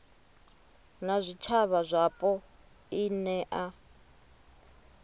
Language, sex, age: Venda, female, 30